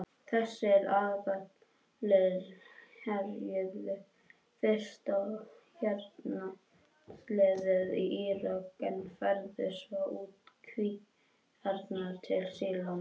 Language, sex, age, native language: Icelandic, male, 21, Icelandic